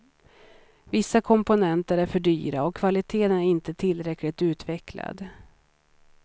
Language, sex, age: Swedish, female, 39